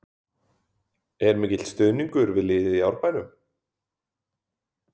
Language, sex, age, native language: Icelandic, male, 20-29, Icelandic